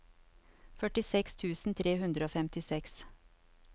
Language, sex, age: Norwegian, female, 54